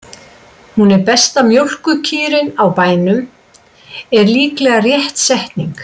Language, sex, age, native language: Icelandic, female, 60-69, Icelandic